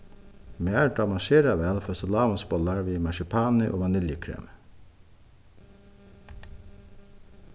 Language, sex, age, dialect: Faroese, male, 36-60, Suðuroy